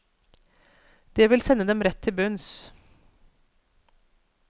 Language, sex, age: Norwegian, female, 42